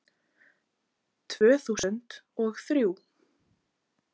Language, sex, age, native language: Icelandic, other, 20-29, Icelandic